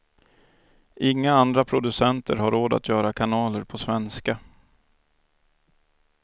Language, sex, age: Swedish, male, 28